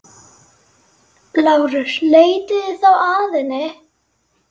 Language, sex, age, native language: Icelandic, female, 9, Icelandic